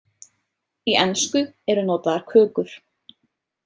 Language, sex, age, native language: Icelandic, female, 30-39, Icelandic